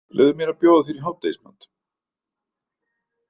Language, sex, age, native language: Icelandic, male, 50-59, Icelandic